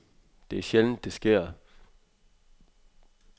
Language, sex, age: Danish, male, 23